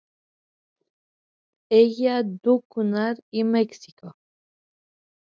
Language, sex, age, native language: Icelandic, female, 30-39, Icelandic